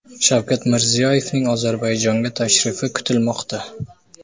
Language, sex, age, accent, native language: Uzbek, male, 18-24, Sirdaryo, Uzbek